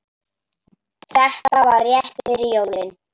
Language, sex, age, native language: Icelandic, male, 10, Icelandic